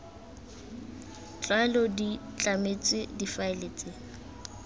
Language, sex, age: Tswana, female, 18